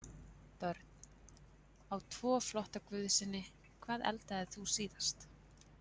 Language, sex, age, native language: Icelandic, female, 20-29, Icelandic